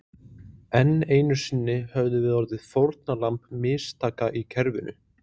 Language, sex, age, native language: Icelandic, male, 20-29, Icelandic